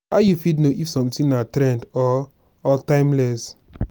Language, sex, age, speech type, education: Nigerian Pidgin, male, 15-29, spontaneous, tertiary